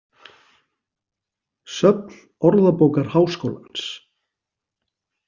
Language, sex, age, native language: Icelandic, male, 40-49, Icelandic